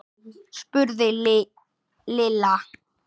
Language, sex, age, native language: Icelandic, male, 10, Icelandic